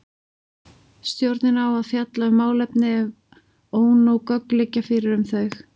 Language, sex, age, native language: Icelandic, female, 40-49, Icelandic